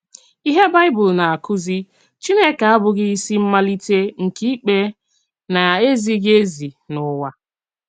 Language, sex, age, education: Igbo, female, 30-45, tertiary